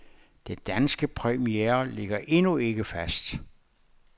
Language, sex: Danish, male